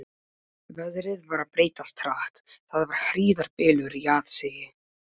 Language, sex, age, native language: Icelandic, male, 12, Polish